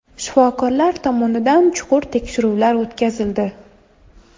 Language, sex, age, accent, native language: Uzbek, female, 19-29, Toshkent shahri, Uzbek